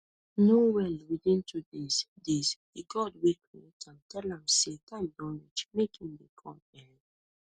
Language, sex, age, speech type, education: Nigerian Pidgin, female, 15-29, spontaneous, tertiary